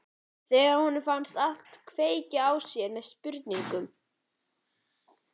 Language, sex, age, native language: Icelandic, male, 11, Icelandic